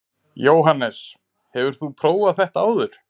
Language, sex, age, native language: Icelandic, male, 30-39, Icelandic